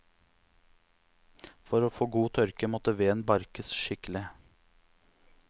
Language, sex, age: Norwegian, male, 29